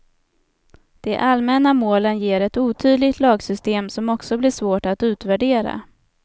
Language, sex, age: Swedish, female, 27